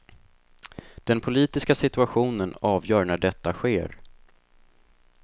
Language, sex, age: Swedish, male, 24